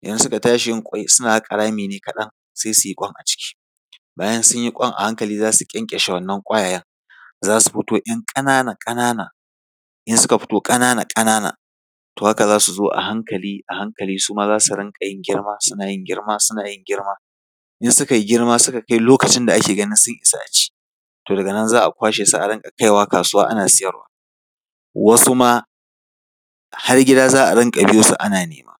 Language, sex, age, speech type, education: Hausa, male, 30-45, spontaneous, tertiary